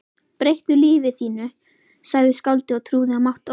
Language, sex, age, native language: Icelandic, female, 11, Icelandic